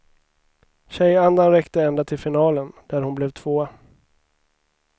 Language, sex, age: Swedish, male, 29